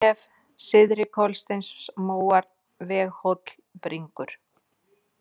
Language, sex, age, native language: Icelandic, female, 40-49, Icelandic